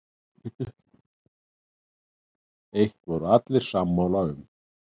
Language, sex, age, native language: Icelandic, male, 7, Icelandic